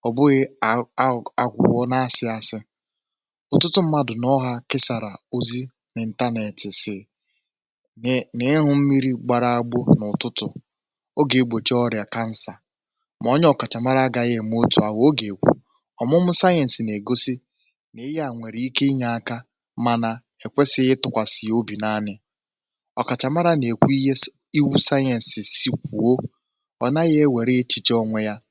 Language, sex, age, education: Igbo, male, 15-29, tertiary